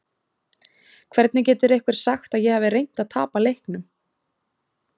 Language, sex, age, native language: Icelandic, female, 20-29, Icelandic